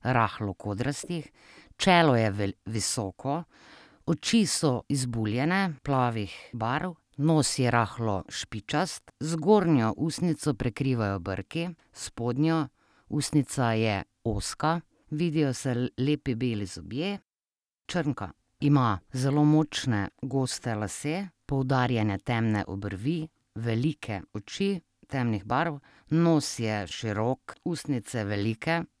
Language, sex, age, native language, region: Slovenian, female, 30-49, Slovenian, Drava region